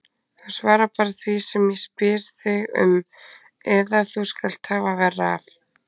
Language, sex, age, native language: Icelandic, female, 20-29, Icelandic